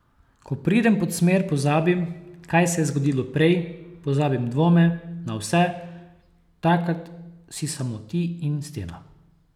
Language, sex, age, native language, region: Slovenian, male, 30-49, Slovenian, Posavska region